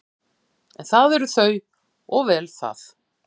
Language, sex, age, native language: Icelandic, female, 50-59, Icelandic